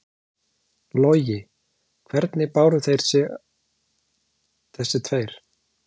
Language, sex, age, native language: Icelandic, male, 40-49, Icelandic